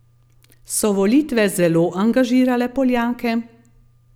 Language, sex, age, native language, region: Slovenian, female, 50-59, Slovenian, Gorenjska region